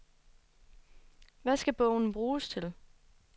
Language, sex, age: Danish, female, 24